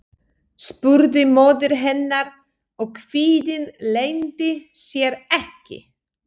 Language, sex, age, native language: Icelandic, female, 40-49, Polish